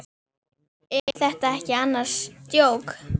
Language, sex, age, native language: Icelandic, female, 10, Icelandic